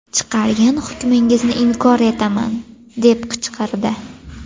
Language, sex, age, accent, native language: Uzbek, female, 18-24, Farg'ona, Uzbek